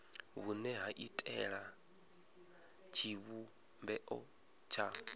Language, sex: Venda, male